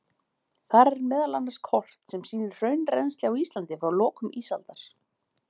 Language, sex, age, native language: Icelandic, female, 40-49, Icelandic